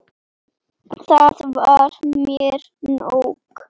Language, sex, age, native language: Icelandic, male, 8, Icelandic